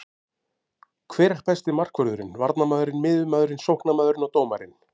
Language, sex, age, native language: Icelandic, male, 50-59, Icelandic